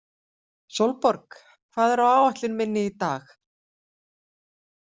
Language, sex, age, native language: Icelandic, female, 50-59, Icelandic